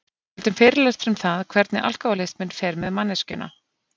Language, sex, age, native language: Icelandic, female, 50-59, Icelandic